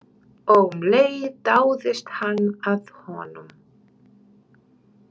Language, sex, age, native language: Icelandic, female, 30-39, Romanian